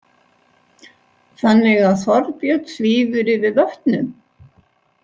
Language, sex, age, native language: Icelandic, female, 60-69, Icelandic